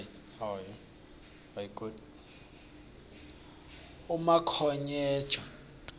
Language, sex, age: South Ndebele, male, 26